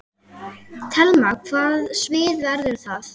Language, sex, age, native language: Icelandic, female, 8, Icelandic